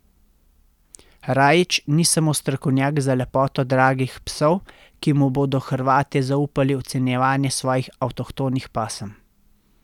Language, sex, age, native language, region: Slovenian, male, 30-49, Slovenian, Central Slovenia